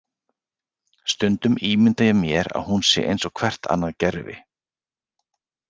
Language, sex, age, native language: Icelandic, male, 40-49, Icelandic